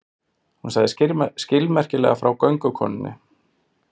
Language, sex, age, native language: Icelandic, male, 40-49, Icelandic